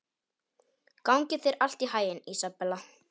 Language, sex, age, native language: Icelandic, male, 18-19, Polish